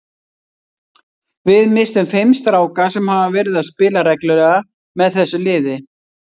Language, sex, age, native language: Icelandic, female, 60-69, Icelandic